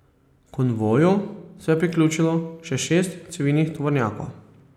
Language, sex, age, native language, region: Slovenian, male, 30-49, Slovenian, Posavska region